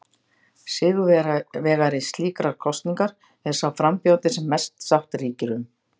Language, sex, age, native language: Icelandic, female, 60-69, Icelandic